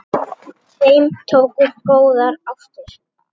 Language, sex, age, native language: Icelandic, male, 8, Icelandic